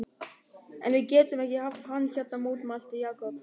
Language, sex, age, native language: Icelandic, male, 13, German